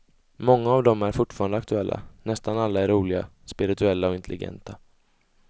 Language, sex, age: Swedish, male, 20